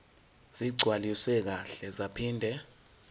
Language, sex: Zulu, male